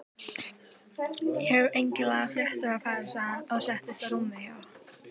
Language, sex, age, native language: Icelandic, female, 18-19, Icelandic